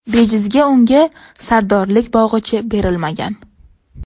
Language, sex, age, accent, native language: Uzbek, female, 18-24, Toshkent shahri, Uzbek